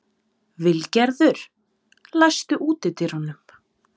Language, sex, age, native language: Icelandic, female, 20-29, Serbo-Croatian